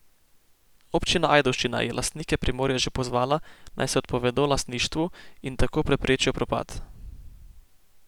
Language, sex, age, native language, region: Slovenian, male, 18-29, Slovenian, Posavska region